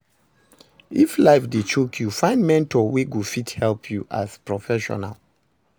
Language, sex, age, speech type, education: Nigerian Pidgin, male, 30-45, read, secondary